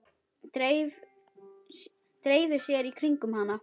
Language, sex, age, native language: Icelandic, female, 10, Icelandic